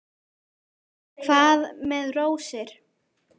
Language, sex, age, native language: Icelandic, male, 10, Icelandic